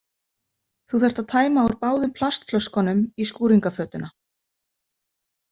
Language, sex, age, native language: Icelandic, female, 50-59, Icelandic